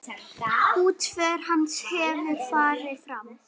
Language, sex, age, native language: Icelandic, female, 8, Icelandic